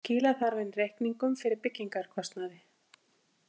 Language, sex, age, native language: Icelandic, female, 50-59, Icelandic